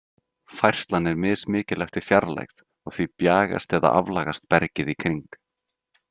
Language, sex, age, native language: Icelandic, male, 30-39, Icelandic